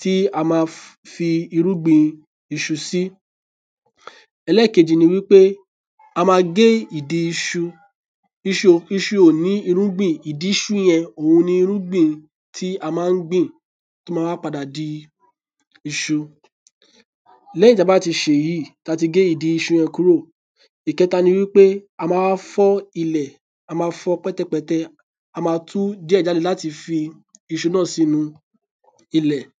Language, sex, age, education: Yoruba, male, 30-45, tertiary